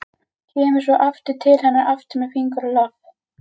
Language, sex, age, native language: Icelandic, female, 11, Icelandic